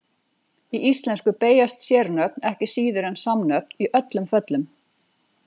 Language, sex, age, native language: Icelandic, female, 40-49, Icelandic